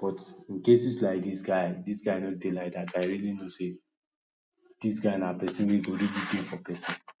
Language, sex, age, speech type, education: Nigerian Pidgin, male, 30-45, spontaneous, tertiary